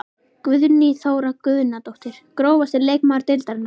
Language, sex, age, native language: Icelandic, female, 11, Icelandic